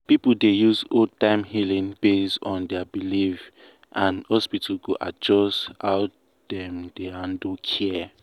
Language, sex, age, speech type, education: Nigerian Pidgin, male, 15-29, spontaneous, tertiary